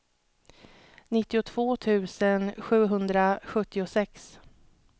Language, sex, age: Swedish, female, 31